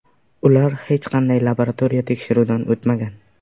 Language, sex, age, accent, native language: Uzbek, male, 18-24, Sirdaryo, Uzbek